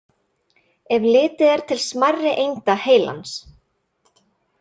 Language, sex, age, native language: Icelandic, female, 30-39, Icelandic